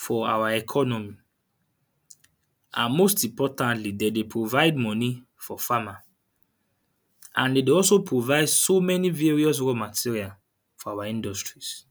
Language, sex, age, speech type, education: Nigerian Pidgin, male, 30-45, spontaneous, tertiary